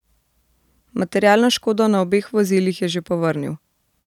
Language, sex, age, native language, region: Slovenian, female, 30-49, Slovenian, Central Slovenia